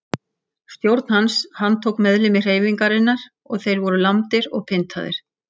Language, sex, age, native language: Icelandic, female, 60-69, Icelandic